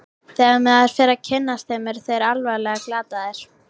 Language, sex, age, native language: Icelandic, female, 13, Icelandic